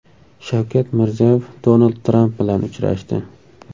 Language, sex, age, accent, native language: Uzbek, male, 18-24, Samarqand, Uzbek